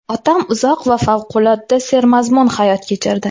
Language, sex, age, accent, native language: Uzbek, female, 19-29, Toshkent shahri, Uzbek